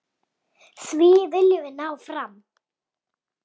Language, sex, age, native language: Icelandic, female, 6, Icelandic